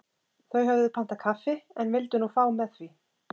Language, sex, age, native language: Icelandic, female, 30-39, Icelandic